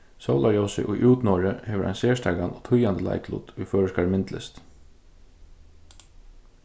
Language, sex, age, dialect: Faroese, male, 15-35, Suðurstreymoy